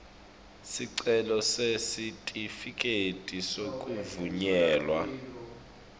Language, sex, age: Swati, male, 24